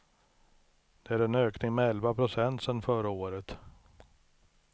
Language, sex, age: Swedish, male, 63